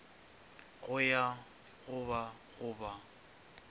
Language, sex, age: Northern Sotho, male, 23